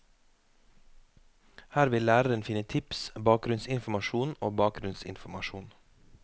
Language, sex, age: Norwegian, male, 33